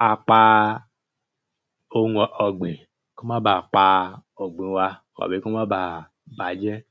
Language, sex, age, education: Yoruba, male, 30-45, tertiary